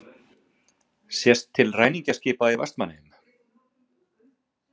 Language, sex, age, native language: Icelandic, male, 40-49, Icelandic